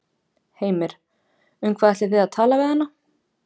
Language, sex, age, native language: Icelandic, female, 20-29, Icelandic